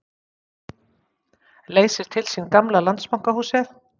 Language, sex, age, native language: Icelandic, female, 50-59, Icelandic